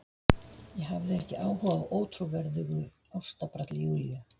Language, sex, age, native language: Icelandic, female, 50-59, Icelandic